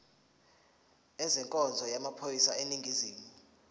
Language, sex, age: Zulu, male, 19